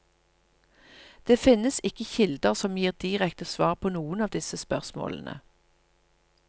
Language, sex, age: Norwegian, female, 57